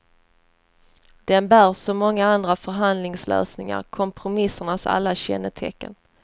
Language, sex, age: Swedish, female, 30